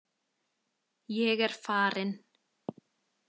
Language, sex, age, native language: Icelandic, female, 20-29, Icelandic